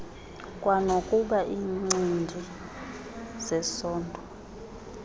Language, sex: Xhosa, female